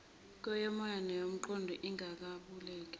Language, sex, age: Zulu, female, 21